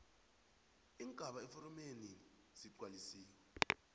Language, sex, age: South Ndebele, male, 21